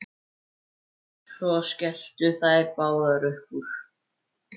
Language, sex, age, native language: Icelandic, male, 14, Icelandic